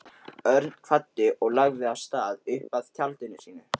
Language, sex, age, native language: Icelandic, male, 13, Icelandic